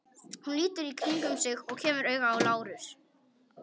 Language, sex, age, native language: Icelandic, male, 18-19, Polish